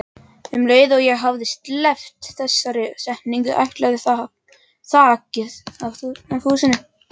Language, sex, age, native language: Icelandic, male, 18-19, Icelandic